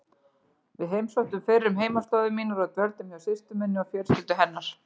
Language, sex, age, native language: Icelandic, female, 40-49, Icelandic